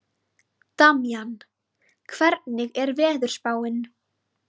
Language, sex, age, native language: Icelandic, female, 20-29, Icelandic